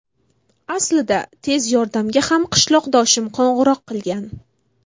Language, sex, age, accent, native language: Uzbek, female, 18-24, Buxoro, Uzbek